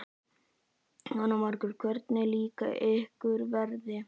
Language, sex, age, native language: Icelandic, male, 11, Icelandic